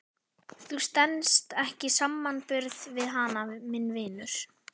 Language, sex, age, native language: Icelandic, female, 11, Icelandic